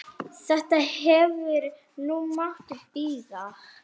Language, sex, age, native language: Icelandic, female, 10, Arabic